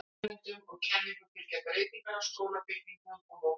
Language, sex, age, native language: Icelandic, female, 60-69, Icelandic